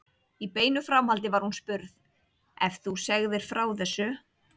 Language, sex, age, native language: Icelandic, female, 30-39, Icelandic